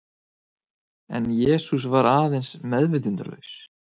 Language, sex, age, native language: Icelandic, male, 20-29, Icelandic